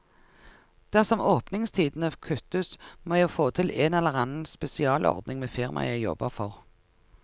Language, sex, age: Norwegian, female, 49